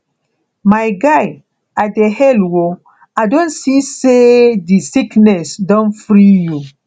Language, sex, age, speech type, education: Nigerian Pidgin, female, 30-45, spontaneous, tertiary